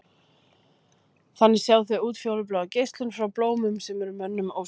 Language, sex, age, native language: Icelandic, female, 30-39, Icelandic